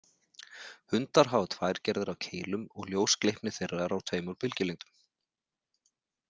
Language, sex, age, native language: Icelandic, male, 40-49, Icelandic